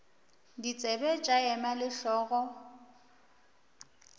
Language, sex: Northern Sotho, female